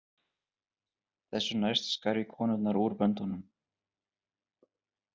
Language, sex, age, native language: Icelandic, male, 20-29, Icelandic